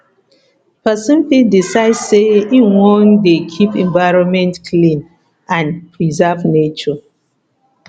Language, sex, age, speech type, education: Nigerian Pidgin, female, 30-45, spontaneous, tertiary